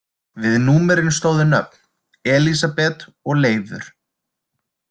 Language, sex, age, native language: Icelandic, male, 20-29, Icelandic